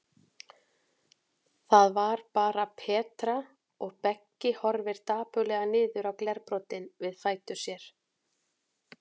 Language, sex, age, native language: Icelandic, female, 40-49, Icelandic